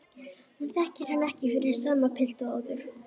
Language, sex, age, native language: Icelandic, female, 11, Icelandic